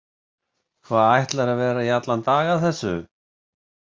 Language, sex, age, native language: Icelandic, male, 60-69, Icelandic